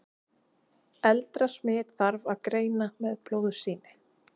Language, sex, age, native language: Icelandic, female, 30-39, Icelandic